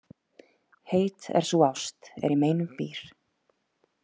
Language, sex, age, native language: Icelandic, female, 30-39, Icelandic